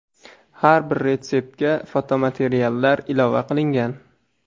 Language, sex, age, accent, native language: Uzbek, male, 18-24, Surxondaryo, Uzbek